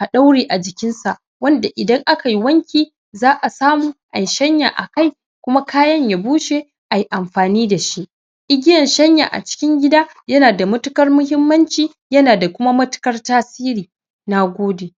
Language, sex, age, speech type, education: Hausa, male, 15-29, spontaneous, secondary